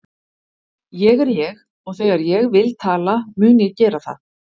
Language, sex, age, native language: Icelandic, female, 50-59, Icelandic